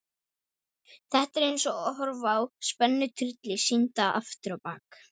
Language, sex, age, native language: Icelandic, male, 12, Icelandic